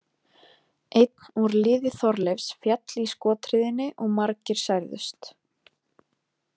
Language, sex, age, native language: Icelandic, female, 20-29, Icelandic